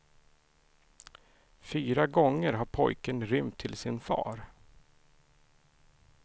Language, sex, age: Swedish, male, 31